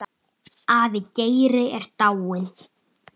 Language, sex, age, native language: Icelandic, male, 10, Icelandic